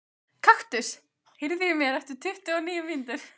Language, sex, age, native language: Icelandic, female, 15, Icelandic